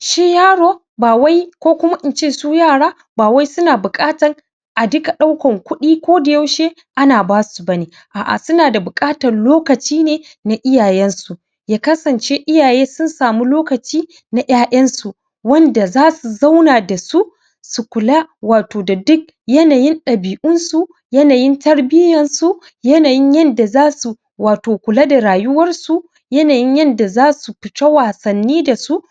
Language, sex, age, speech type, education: Hausa, male, 15-29, spontaneous, secondary